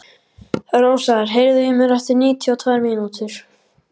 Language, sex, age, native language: Icelandic, male, 14, Icelandic